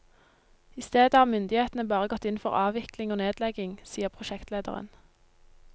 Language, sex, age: Norwegian, female, 19